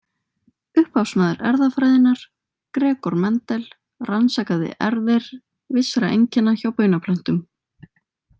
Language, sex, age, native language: Icelandic, female, 20-29, Icelandic